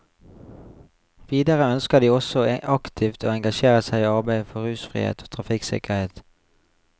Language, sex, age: Norwegian, male, 35